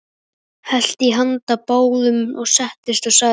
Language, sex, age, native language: Icelandic, male, 12, Icelandic